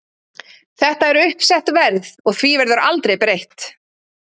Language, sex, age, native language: Icelandic, female, 30-39, Icelandic